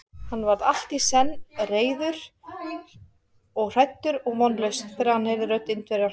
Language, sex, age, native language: Icelandic, female, 40-49, Icelandic